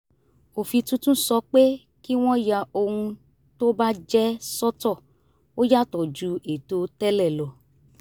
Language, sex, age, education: Yoruba, female, 30-45, tertiary